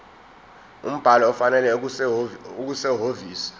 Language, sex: Zulu, male